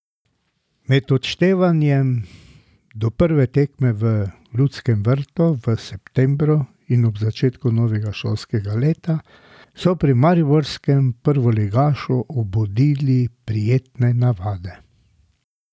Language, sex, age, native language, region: Slovenian, male, 60+, Slovenian, Drava region